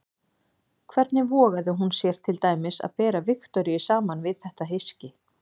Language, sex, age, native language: Icelandic, female, 40-49, Icelandic